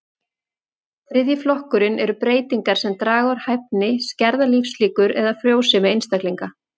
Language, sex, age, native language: Icelandic, female, 40-49, Icelandic